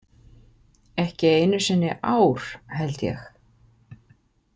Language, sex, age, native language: Icelandic, female, 50-59, Icelandic